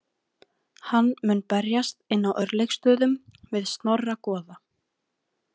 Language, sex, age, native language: Icelandic, female, 18-19, Icelandic